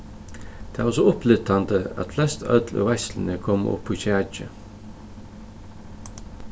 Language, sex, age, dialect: Faroese, male, 36-60, Suðurstreymoy